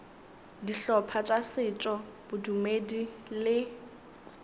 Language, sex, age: Northern Sotho, female, 19